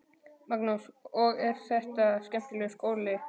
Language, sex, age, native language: Icelandic, male, 12, Icelandic